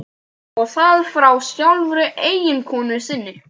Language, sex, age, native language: Icelandic, male, 12, Icelandic